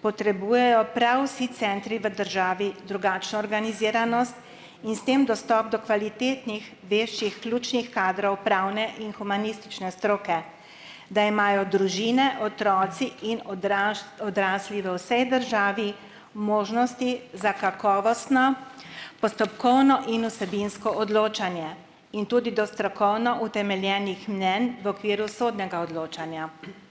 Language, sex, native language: Slovenian, female, Slovenian